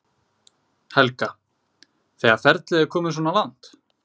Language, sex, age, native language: Icelandic, male, 20-29, Icelandic